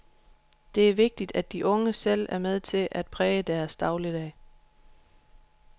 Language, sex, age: Danish, female, 31